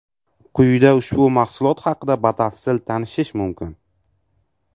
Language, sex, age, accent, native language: Uzbek, male, 18-24, Navoiy, Uzbek